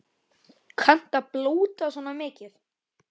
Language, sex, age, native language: Icelandic, male, 9, Icelandic